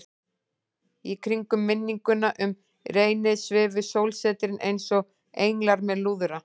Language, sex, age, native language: Icelandic, female, 40-49, Icelandic